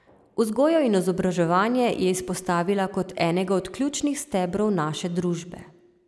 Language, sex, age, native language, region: Slovenian, female, 30-49, Slovenian, Savinja region